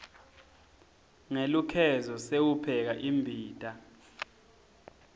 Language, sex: Swati, male